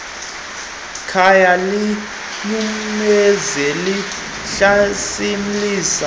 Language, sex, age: Xhosa, male, 22